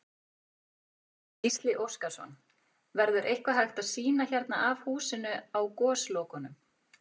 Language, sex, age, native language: Icelandic, female, 40-49, Icelandic